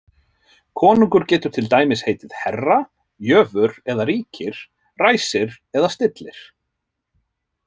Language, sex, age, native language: Icelandic, male, 30-39, Icelandic